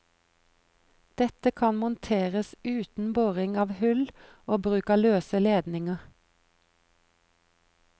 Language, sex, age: Norwegian, female, 43